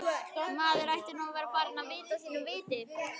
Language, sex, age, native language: Icelandic, male, 11, Icelandic